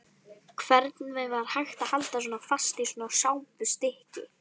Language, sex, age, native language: Icelandic, female, 11, Icelandic